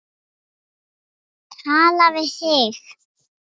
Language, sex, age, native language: Icelandic, female, 5, Icelandic